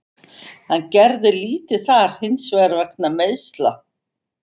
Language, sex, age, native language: Icelandic, female, 50-59, Icelandic